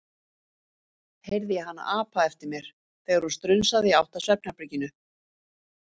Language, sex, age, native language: Icelandic, female, 50-59, Icelandic